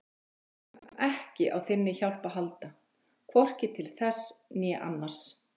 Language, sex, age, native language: Icelandic, female, 40-49, Icelandic